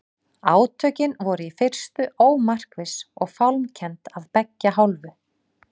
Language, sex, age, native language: Icelandic, female, 40-49, Icelandic